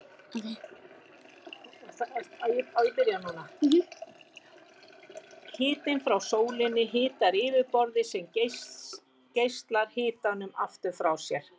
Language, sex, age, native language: Icelandic, female, 60-69, Icelandic